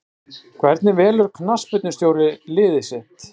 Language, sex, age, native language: Icelandic, male, 40-49, Icelandic